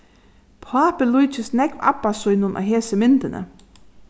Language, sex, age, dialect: Faroese, female, 36-60, Suðurstreymoy